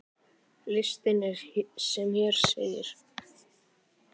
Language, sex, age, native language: Icelandic, male, 9, Icelandic